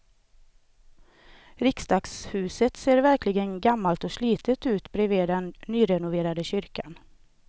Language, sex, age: Swedish, female, 38